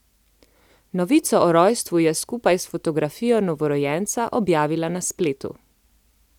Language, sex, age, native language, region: Slovenian, female, 30-49, Slovenian, Central Slovenia